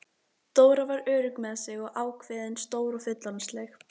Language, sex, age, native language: Icelandic, female, 12, Icelandic